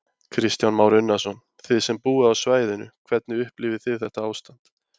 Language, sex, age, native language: Icelandic, male, 20-29, Icelandic